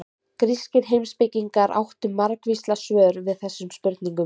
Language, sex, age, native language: Icelandic, female, 20-29, Icelandic